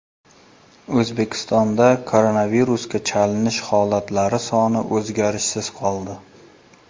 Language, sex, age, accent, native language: Uzbek, male, 35+, Surxondaryo, Uzbek